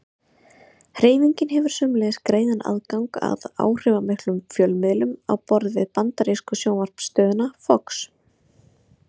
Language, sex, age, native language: Icelandic, female, 30-39, Icelandic